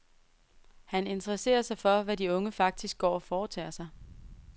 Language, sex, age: Danish, female, 23